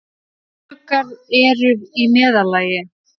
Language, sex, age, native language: Icelandic, female, 30-39, Icelandic